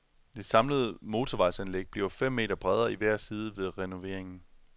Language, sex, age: Danish, male, 27